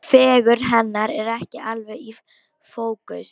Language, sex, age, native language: Icelandic, female, 18-19, Polish